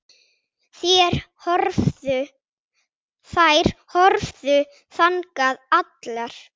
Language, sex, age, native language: Icelandic, male, 6, Icelandic